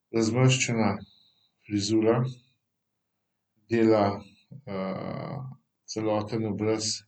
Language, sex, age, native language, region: Slovenian, male, 50-59, Slovenian, Central Slovenia